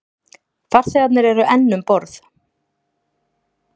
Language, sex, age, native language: Icelandic, female, 30-39, Icelandic